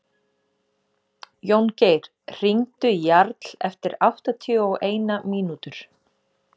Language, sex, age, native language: Icelandic, female, 30-39, Icelandic